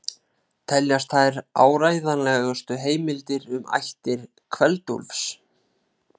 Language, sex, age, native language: Icelandic, male, 30-39, Icelandic